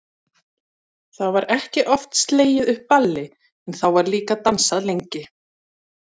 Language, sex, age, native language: Icelandic, female, 30-39, Icelandic